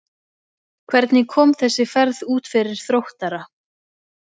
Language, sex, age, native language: Icelandic, female, 20-29, Icelandic